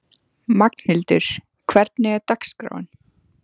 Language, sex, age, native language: Icelandic, female, 14, Icelandic